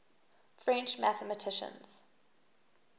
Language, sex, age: English, female, 19